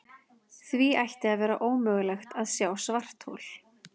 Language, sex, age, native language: Icelandic, female, 30-39, Icelandic